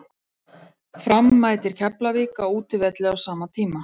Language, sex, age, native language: Icelandic, female, 40-49, Icelandic